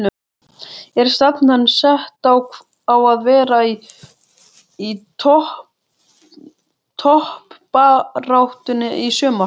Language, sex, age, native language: Icelandic, male, 13, Icelandic